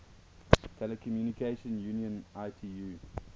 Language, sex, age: English, male, 21